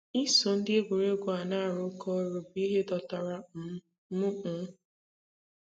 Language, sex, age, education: Igbo, female, 15-29, tertiary